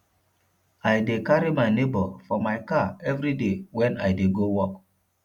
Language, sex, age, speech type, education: Nigerian Pidgin, male, 30-45, spontaneous, tertiary